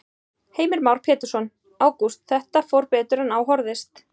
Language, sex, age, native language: Icelandic, female, 30-39, Icelandic